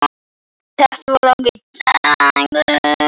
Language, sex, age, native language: Icelandic, male, 10, Icelandic